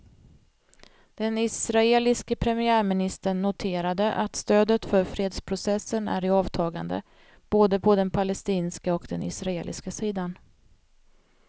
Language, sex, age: Swedish, female, 45